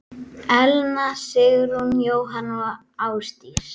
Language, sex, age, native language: Icelandic, female, 8, Icelandic